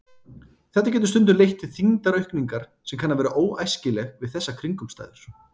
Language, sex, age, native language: Icelandic, male, 30-39, Icelandic